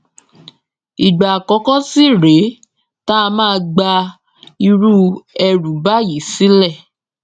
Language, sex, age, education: Yoruba, female, 15-29, tertiary